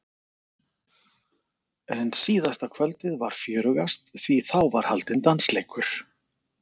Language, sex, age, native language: Icelandic, male, 40-49, Icelandic